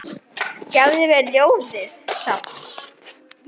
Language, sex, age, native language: Icelandic, male, 9, Icelandic